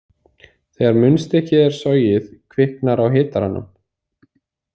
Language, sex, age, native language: Icelandic, male, 30-39, Icelandic